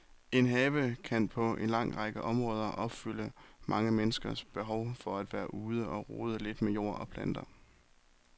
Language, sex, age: Danish, male, 23